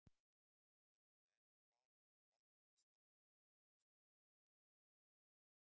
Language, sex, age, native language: Icelandic, male, 60-69, Icelandic